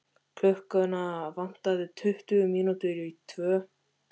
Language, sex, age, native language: Icelandic, male, 13, Icelandic